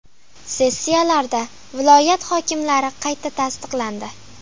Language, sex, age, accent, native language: Uzbek, female, 12-17, Farg'ona, Uzbek